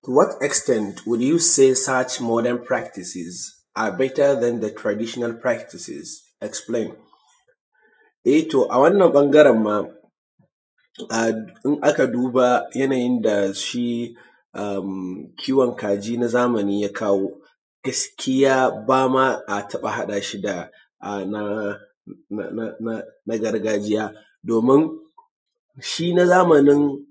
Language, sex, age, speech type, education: Hausa, male, 30-45, spontaneous, tertiary